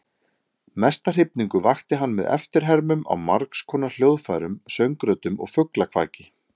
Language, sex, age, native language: Icelandic, male, 30-39, Icelandic